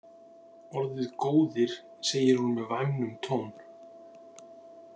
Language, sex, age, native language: Icelandic, male, 40-49, Icelandic